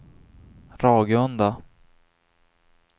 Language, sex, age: Swedish, male, 26